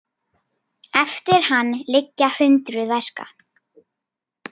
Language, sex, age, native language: Icelandic, female, 10, Icelandic